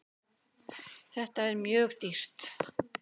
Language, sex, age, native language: Icelandic, female, 60-69, Icelandic